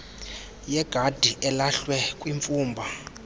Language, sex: Xhosa, male